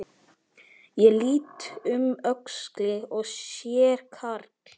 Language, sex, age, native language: Icelandic, male, 12, Icelandic